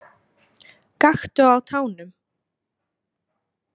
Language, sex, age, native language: Icelandic, female, 20-29, Icelandic